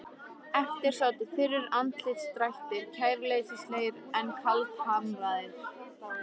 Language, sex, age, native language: Icelandic, female, 13, Icelandic